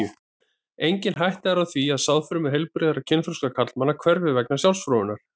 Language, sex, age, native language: Icelandic, male, 30-39, Icelandic